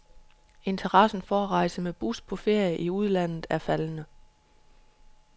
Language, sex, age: Danish, female, 31